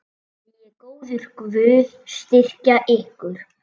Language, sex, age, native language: Icelandic, female, 7, Icelandic